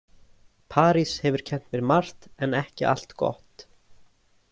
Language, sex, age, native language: Icelandic, male, 20-29, Icelandic